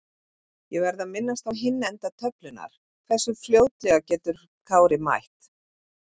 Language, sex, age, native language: Icelandic, female, 50-59, Icelandic